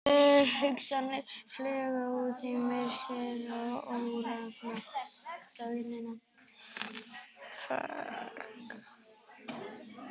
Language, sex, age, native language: Icelandic, male, 11, Icelandic